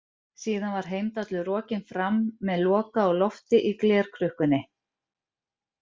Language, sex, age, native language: Icelandic, female, 40-49, Icelandic